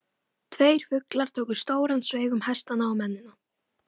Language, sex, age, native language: Icelandic, female, 12, Icelandic